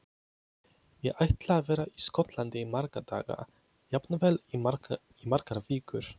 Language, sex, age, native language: Icelandic, male, 20-29, Polish